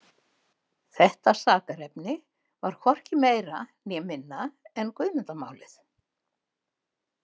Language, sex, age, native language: Icelandic, female, 70-79, Icelandic